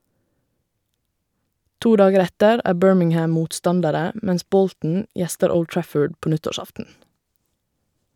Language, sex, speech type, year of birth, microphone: Norwegian, female, read, 1985, Shure